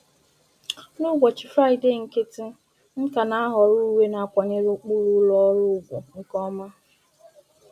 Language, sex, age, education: Igbo, female, 30-45, tertiary